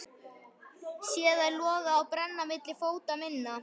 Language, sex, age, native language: Icelandic, male, 11, Icelandic